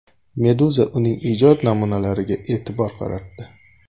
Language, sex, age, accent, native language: Uzbek, male, 25-34, Farg'ona, Uzbek